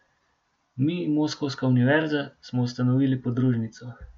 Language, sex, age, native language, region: Slovenian, male, 18-29, Slovenian, Gorenjska region